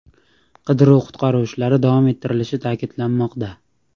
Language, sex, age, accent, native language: Uzbek, male, 18-24, Namangan, Uzbek